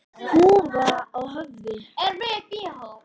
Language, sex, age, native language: Icelandic, female, 9, Icelandic